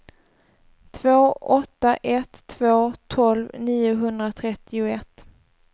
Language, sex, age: Swedish, female, 24